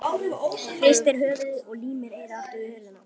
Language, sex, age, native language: Icelandic, male, 11, Icelandic